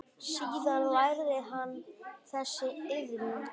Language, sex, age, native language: Icelandic, male, 9, Icelandic